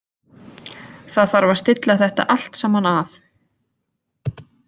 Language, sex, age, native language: Icelandic, female, 20-29, Icelandic